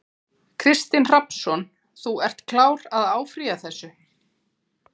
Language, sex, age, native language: Icelandic, female, 40-49, Icelandic